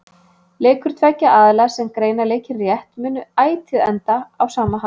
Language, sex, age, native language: Icelandic, female, 30-39, Icelandic